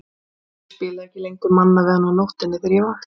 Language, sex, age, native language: Icelandic, female, 40-49, Icelandic